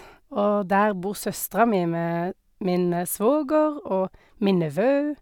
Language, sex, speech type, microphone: Norwegian, female, spontaneous, Sennheiser